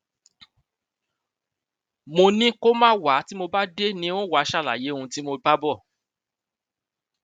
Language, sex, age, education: Yoruba, male, 30-45, tertiary